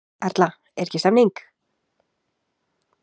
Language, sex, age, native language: Icelandic, female, 20-29, Icelandic